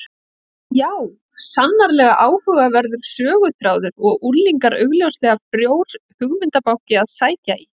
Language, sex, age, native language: Icelandic, female, 30-39, Icelandic